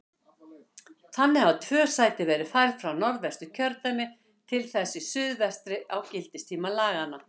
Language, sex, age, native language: Icelandic, female, 60-69, Icelandic